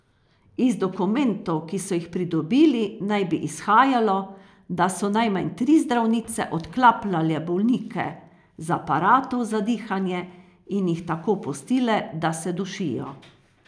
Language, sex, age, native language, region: Slovenian, female, 50-59, Slovenian, Carinthia region